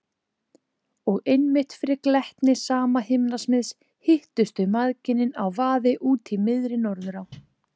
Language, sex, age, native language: Icelandic, female, 20-29, Icelandic